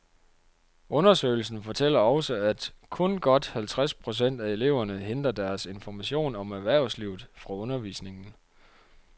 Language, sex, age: Danish, male, 30